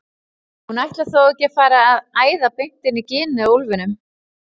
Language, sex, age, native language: Icelandic, female, 30-39, Icelandic